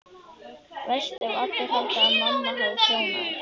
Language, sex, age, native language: Icelandic, male, 11, Icelandic